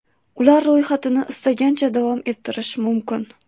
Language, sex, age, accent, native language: Uzbek, female, 18-24, Toshkent viloyati, Uzbek